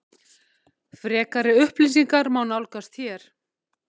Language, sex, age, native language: Icelandic, female, 50-59, Icelandic